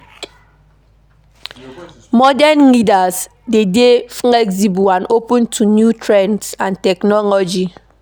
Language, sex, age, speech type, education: Nigerian Pidgin, female, 15-29, read, primary